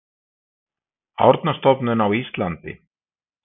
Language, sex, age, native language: Icelandic, male, 50-59, Icelandic